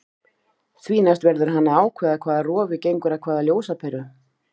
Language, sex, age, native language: Icelandic, female, 50-59, Icelandic